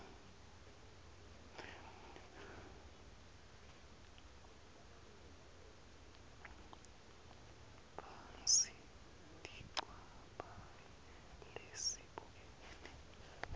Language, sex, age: Swati, male, 23